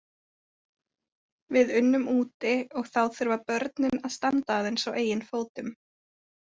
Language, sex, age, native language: Icelandic, female, 20-29, Icelandic